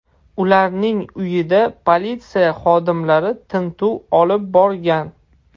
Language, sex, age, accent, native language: Uzbek, male, 18-24, Toshkent shahri, Russian